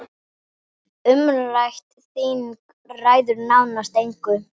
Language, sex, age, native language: Icelandic, female, 8, Icelandic